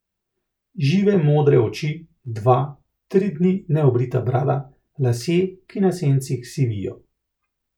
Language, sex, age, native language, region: Slovenian, male, 30-49, Slovenian, Central Slovenia